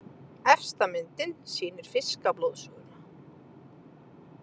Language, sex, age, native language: Icelandic, female, 30-39, Icelandic